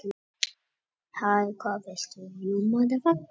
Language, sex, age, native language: Icelandic, male, 50-59, Icelandic